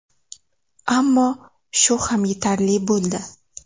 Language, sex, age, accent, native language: Uzbek, female, 18-24, Navoiy, Uzbek